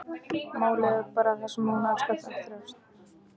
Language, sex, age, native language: Icelandic, male, 13, Icelandic